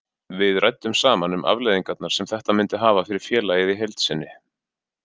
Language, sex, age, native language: Icelandic, male, 40-49, Icelandic